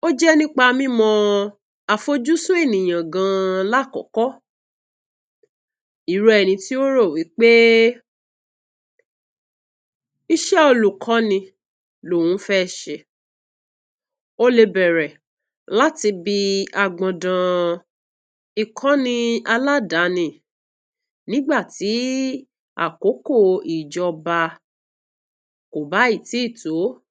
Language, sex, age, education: Yoruba, female, 46-60, tertiary